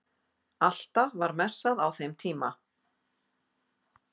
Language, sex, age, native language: Icelandic, female, 50-59, Icelandic